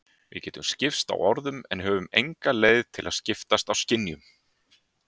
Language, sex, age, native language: Icelandic, male, 30-39, Icelandic